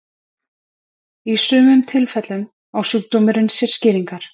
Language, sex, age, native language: Icelandic, female, 50-59, Icelandic